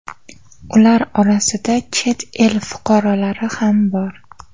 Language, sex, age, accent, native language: Uzbek, female, 18-24, Toshkent shahri, Uzbek